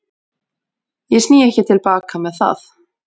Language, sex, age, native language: Icelandic, female, 40-49, Icelandic